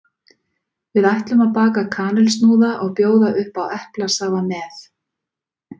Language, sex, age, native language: Icelandic, female, 40-49, Icelandic